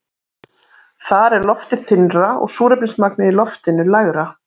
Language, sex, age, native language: Icelandic, female, 30-39, Icelandic